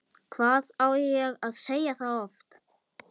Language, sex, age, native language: Icelandic, male, 11, Icelandic